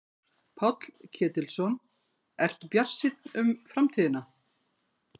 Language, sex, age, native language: Icelandic, female, 50-59, Icelandic